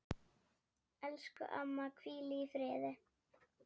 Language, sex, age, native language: Icelandic, female, 7, Icelandic